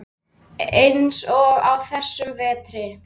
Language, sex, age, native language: Icelandic, male, 10, Icelandic